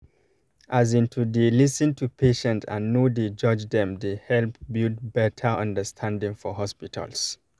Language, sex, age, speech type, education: Nigerian Pidgin, male, 30-45, spontaneous, tertiary